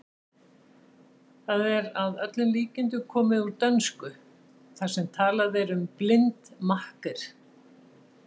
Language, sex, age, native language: Icelandic, female, 60-69, Icelandic